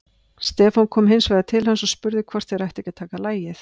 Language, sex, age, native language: Icelandic, female, 50-59, Icelandic